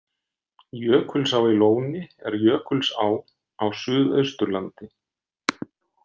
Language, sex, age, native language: Icelandic, male, 60-69, Icelandic